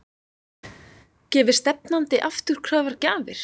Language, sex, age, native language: Icelandic, female, 20-29, Icelandic